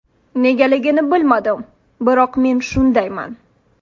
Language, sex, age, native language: Uzbek, female, 18-24, Uzbek